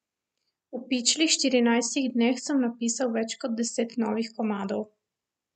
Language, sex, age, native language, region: Slovenian, female, 18-29, Slovenian, Primorsko-notranjska region